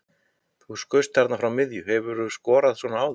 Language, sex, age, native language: Icelandic, male, 50-59, Icelandic